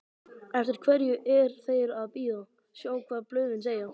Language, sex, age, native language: Icelandic, male, 12, Icelandic